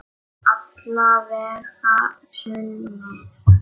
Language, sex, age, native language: Icelandic, male, 8, Icelandic